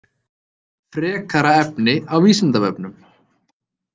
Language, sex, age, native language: Icelandic, male, 30-39, Icelandic